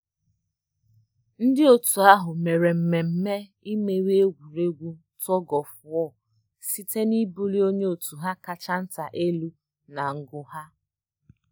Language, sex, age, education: Igbo, female, 30-45, tertiary